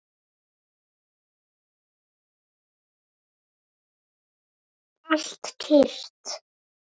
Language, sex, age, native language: Icelandic, female, 9, Icelandic